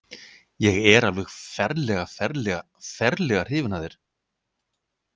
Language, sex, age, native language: Icelandic, male, 50-59, Icelandic